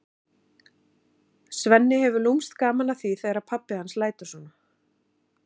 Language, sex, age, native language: Icelandic, female, 40-49, Icelandic